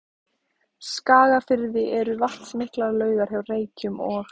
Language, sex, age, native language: Icelandic, female, 14, Icelandic